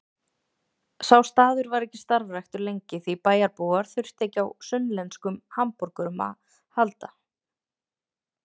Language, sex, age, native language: Icelandic, female, 30-39, Icelandic